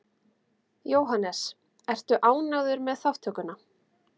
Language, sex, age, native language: Icelandic, female, 30-39, Icelandic